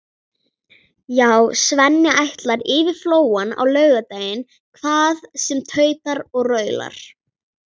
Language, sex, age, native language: Icelandic, female, 40-49, Icelandic